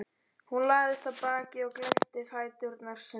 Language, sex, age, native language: Icelandic, male, 12, Icelandic